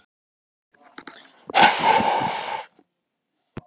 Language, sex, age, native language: Icelandic, male, 13, Icelandic